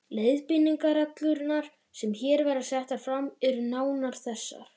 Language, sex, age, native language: Icelandic, male, 11, Icelandic